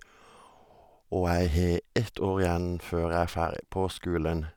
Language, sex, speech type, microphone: Norwegian, male, spontaneous, Sennheiser